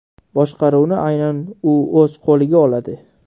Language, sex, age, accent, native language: Uzbek, male, 12-17, Toshkent shahri, Uzbek